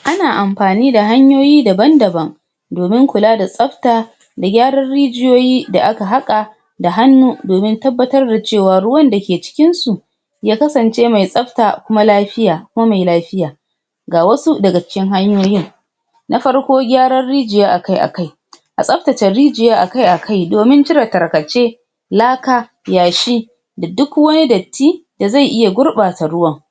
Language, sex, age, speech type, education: Hausa, female, 46-60, spontaneous, tertiary